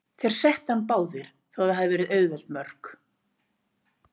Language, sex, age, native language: Icelandic, female, 60-69, Icelandic